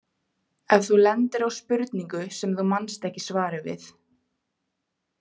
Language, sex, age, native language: Icelandic, female, 20-29, Icelandic